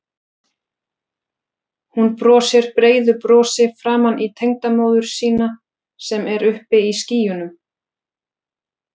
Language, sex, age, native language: Icelandic, female, 40-49, Icelandic